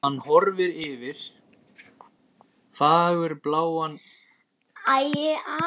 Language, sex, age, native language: Icelandic, male, 9, Icelandic